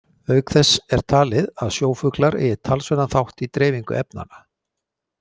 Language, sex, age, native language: Icelandic, male, 60-69, Icelandic